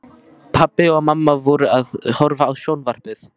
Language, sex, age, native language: Icelandic, male, 12, Icelandic